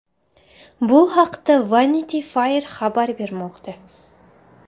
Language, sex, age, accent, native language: Uzbek, female, 18-24, Farg'ona, Uzbek